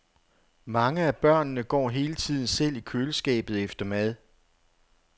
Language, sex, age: Danish, male, 48